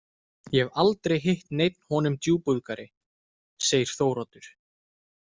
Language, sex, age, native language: Icelandic, male, 20-29, Icelandic